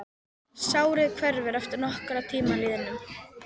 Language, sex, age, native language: Icelandic, female, 12, Icelandic